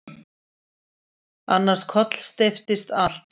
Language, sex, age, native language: Icelandic, female, 60-69, Icelandic